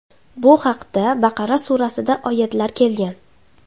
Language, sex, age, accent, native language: Uzbek, female, 18-24, Farg'ona, Uzbek